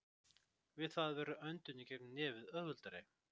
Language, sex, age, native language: Icelandic, male, 30-39, Icelandic